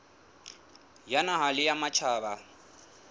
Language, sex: Southern Sotho, male